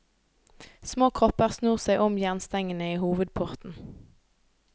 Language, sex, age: Norwegian, female, 18